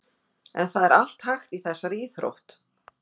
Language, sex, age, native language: Icelandic, female, 50-59, Icelandic